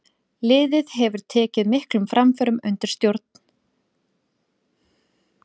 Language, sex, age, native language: Icelandic, female, 40-49, Icelandic